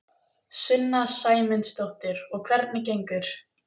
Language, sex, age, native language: Icelandic, female, 18-19, Icelandic